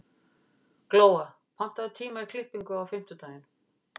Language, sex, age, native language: Icelandic, female, 50-59, Icelandic